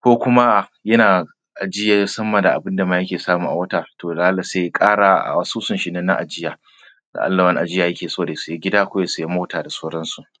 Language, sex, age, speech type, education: Hausa, male, 30-45, spontaneous, secondary